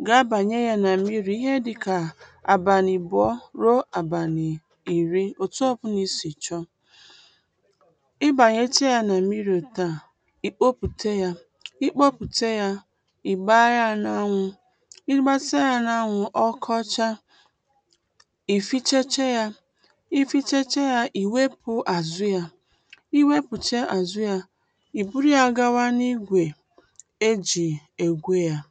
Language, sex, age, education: Igbo, female, 30-45, tertiary